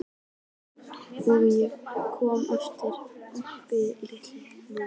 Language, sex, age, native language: Icelandic, female, 11, Icelandic